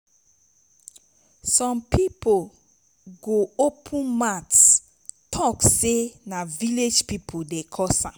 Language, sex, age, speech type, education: Nigerian Pidgin, female, 30-45, spontaneous, tertiary